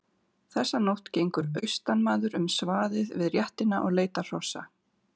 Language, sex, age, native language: Icelandic, female, 40-49, Icelandic